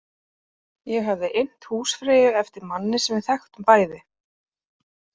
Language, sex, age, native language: Icelandic, female, 30-39, Icelandic